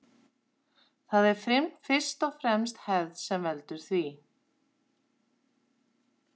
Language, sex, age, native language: Icelandic, female, 30-39, Icelandic